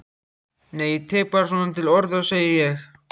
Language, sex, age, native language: Icelandic, male, 14, Icelandic